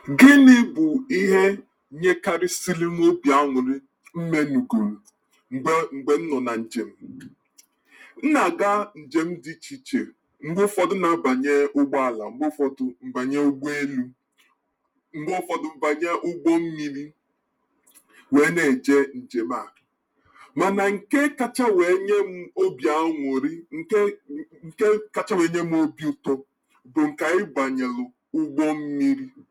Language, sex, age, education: Igbo, male, 30-45, tertiary